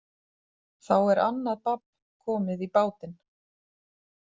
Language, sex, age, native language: Icelandic, female, 30-39, Icelandic